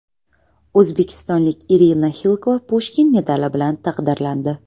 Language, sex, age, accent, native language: Uzbek, female, 18-24, Toshkent viloyati, Uzbek